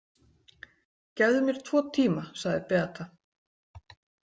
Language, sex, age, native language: Icelandic, female, 40-49, Icelandic